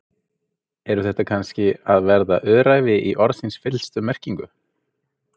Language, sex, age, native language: Icelandic, male, 50-59, Icelandic